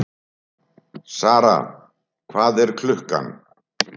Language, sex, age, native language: Icelandic, male, 70-79, Icelandic